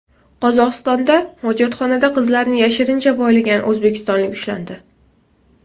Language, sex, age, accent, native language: Uzbek, female, 19-29, Toshkent viloyati, Uzbek